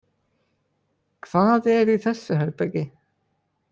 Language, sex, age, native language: Icelandic, male, 20-29, Icelandic